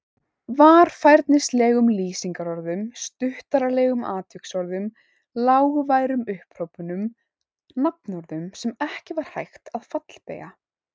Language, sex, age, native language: Icelandic, female, 18-19, Icelandic